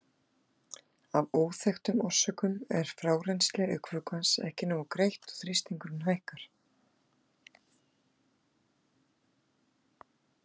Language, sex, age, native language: Icelandic, female, 50-59, Icelandic